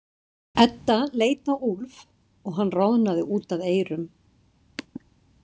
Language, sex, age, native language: Icelandic, female, 60-69, Icelandic